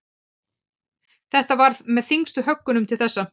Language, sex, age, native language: Icelandic, male, 12, Icelandic